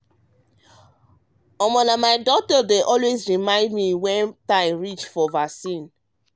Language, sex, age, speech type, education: Nigerian Pidgin, male, 30-45, spontaneous, tertiary